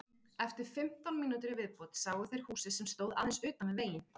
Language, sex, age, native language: Icelandic, female, 40-49, Icelandic